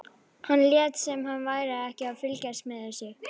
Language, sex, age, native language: Icelandic, female, 11, Icelandic